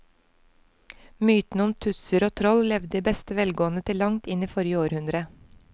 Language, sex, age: Norwegian, female, 29